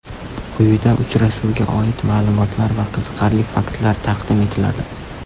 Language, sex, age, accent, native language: Uzbek, male, under 19, Toshkent shahri, Uzbek